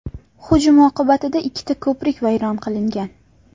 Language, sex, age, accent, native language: Uzbek, female, 18-24, Farg'ona, Uzbek